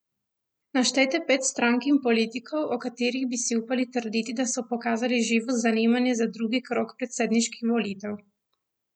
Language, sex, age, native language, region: Slovenian, female, 18-29, Slovenian, Primorsko-notranjska region